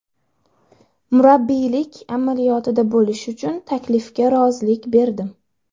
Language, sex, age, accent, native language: Uzbek, female, under 19, Andijon, Uzbek